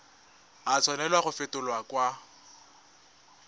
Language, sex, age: Tswana, male, 20